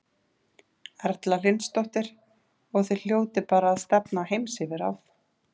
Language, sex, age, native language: Icelandic, female, 30-39, Icelandic